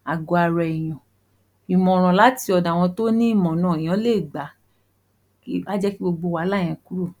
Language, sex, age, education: Yoruba, female, 15-29, tertiary